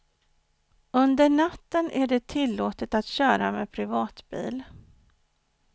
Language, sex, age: Swedish, female, 49